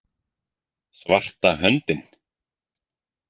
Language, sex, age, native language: Icelandic, male, 40-49, Icelandic